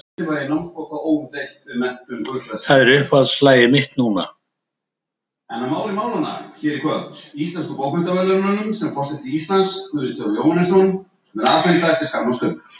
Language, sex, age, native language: Icelandic, male, 70-79, Icelandic